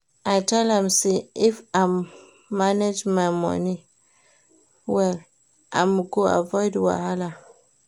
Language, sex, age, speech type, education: Nigerian Pidgin, female, 30-45, read, primary